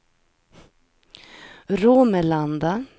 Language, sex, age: Swedish, female, 43